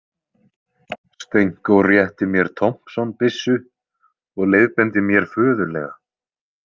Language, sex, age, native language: Icelandic, male, 20-29, Icelandic